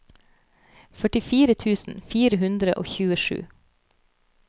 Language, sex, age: Norwegian, female, 30